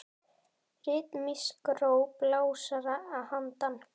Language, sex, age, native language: Icelandic, female, 10, Icelandic